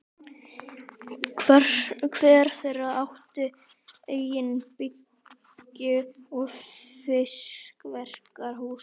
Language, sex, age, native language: Icelandic, male, 12, Icelandic